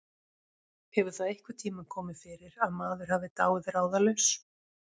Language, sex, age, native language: Icelandic, female, 40-49, Icelandic